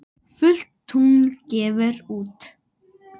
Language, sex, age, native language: Icelandic, male, 10, Icelandic